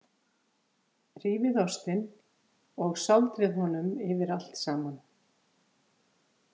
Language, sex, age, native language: Icelandic, female, 50-59, Icelandic